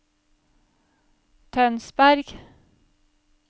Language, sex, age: Norwegian, female, 35